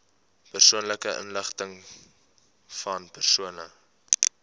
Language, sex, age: Afrikaans, male, 18